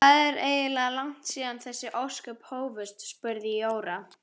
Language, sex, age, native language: Icelandic, female, 11, Icelandic